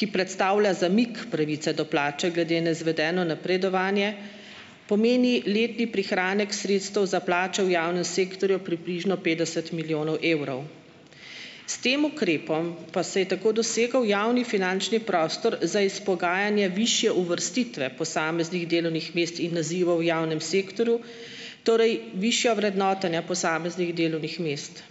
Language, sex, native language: Slovenian, female, Slovenian